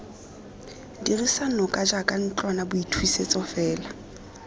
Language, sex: Tswana, female